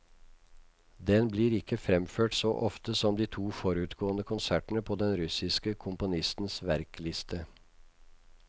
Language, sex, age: Norwegian, male, 56